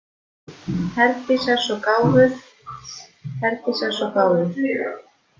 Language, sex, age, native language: Icelandic, female, 30-39, Icelandic